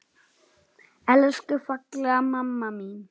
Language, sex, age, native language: Icelandic, male, 7, Icelandic